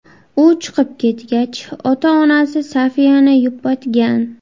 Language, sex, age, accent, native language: Uzbek, female, 18-24, Buxoro, Uzbek